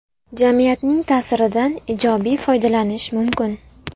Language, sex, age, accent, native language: Uzbek, female, 19-29, Toshkent viloyati, Uzbek